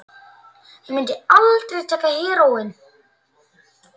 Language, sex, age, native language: Icelandic, male, 8, Icelandic